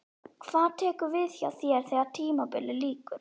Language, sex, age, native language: Icelandic, female, 11, Icelandic